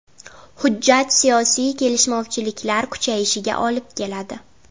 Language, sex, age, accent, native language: Uzbek, female, 18-24, Navoiy, Uzbek